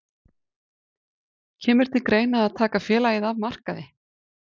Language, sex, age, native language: Icelandic, female, 40-49, Icelandic